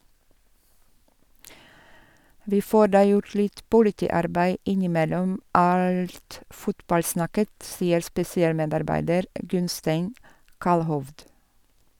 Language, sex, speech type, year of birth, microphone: Norwegian, female, read, 1961, Sennheiser